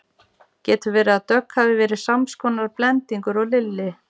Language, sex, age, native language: Icelandic, female, 40-49, Icelandic